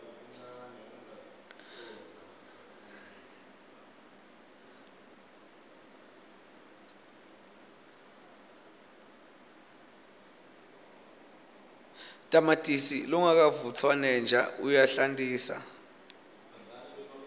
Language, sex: Swati, male